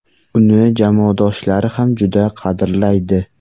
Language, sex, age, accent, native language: Uzbek, male, 18-24, Surxondaryo, Uzbek